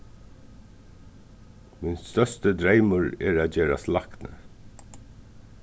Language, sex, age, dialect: Faroese, male, 36-60, Suðurstreymoy